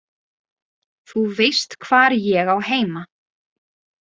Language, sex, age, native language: Icelandic, female, 20-29, Icelandic